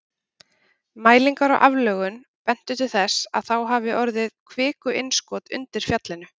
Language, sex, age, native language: Icelandic, female, 30-39, Icelandic